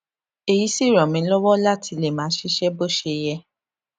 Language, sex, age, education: Yoruba, female, 15-29, tertiary